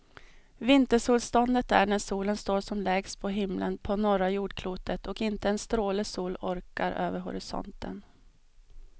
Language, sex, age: Swedish, female, 32